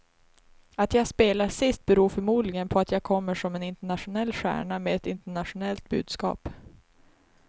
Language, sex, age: Swedish, female, 19